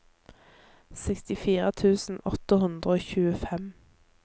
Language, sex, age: Norwegian, female, 24